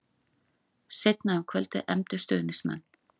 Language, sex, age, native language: Icelandic, female, 40-49, Icelandic